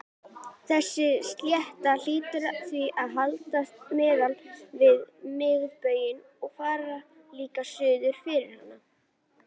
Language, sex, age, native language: Icelandic, female, 40-49, Icelandic